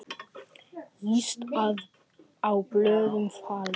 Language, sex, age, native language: Icelandic, female, 10, Icelandic